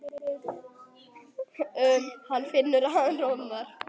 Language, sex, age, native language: Icelandic, female, 10, Icelandic